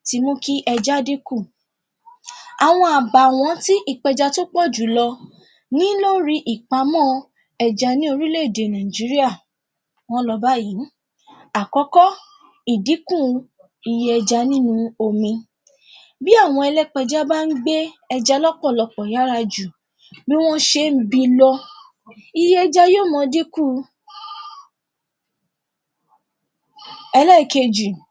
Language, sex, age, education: Yoruba, female, 15-29, tertiary